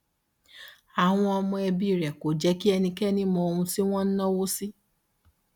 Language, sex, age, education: Yoruba, female, 30-45, tertiary